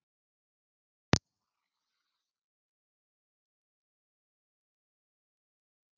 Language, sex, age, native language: Icelandic, female, 60-69, Icelandic